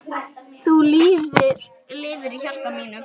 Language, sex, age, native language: Icelandic, female, 9, Icelandic